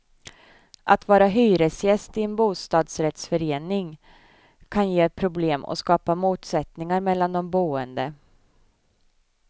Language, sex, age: Swedish, female, 24